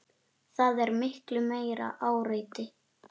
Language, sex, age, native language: Icelandic, female, 8, Icelandic